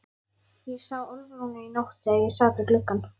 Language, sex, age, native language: Icelandic, female, 11, Icelandic